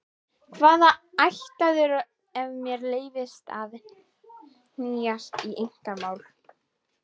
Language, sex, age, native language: Icelandic, female, 11, Icelandic